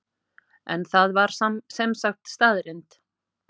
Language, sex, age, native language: Icelandic, female, 50-59, Icelandic